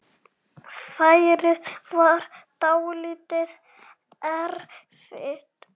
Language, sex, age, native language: Icelandic, male, 6, Icelandic